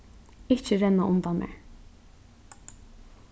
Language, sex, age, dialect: Faroese, female, 15-35, Norðurstreymoy/Eysturoy